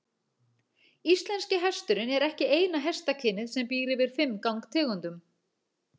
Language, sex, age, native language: Icelandic, female, 40-49, Icelandic